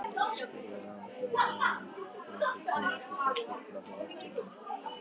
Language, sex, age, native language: Icelandic, male, 13, Icelandic